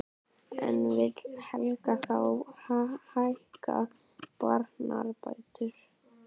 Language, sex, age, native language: Icelandic, male, 12, Icelandic